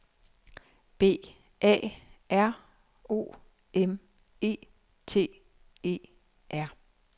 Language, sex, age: Danish, female, 39